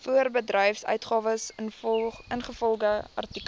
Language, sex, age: Afrikaans, female, 18